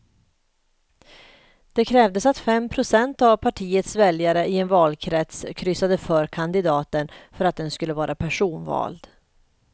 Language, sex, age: Swedish, female, 38